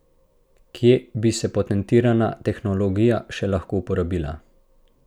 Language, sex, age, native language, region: Slovenian, male, 18-29, Slovenian, Central Slovenia